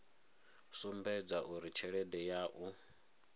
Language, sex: Venda, male